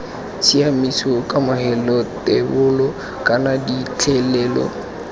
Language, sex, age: Tswana, male, 18